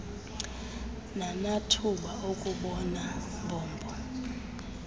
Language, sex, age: Xhosa, female, 31